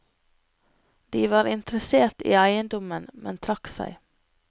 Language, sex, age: Norwegian, female, 25